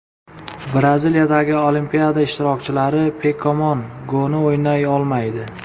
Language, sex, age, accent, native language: Uzbek, male, 25-34, Samarqand, Uzbek